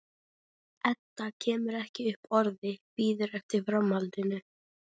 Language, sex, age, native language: Icelandic, female, 13, Icelandic